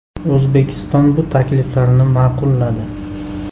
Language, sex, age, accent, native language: Uzbek, male, 18-24, Andijon, Uzbek